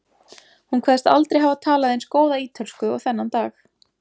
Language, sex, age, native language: Icelandic, female, 20-29, Icelandic